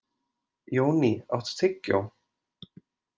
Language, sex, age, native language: Icelandic, male, 20-29, Icelandic